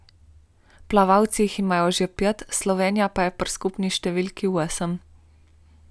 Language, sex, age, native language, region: Slovenian, female, 18-29, Slovenian, Primorsko-notranjska region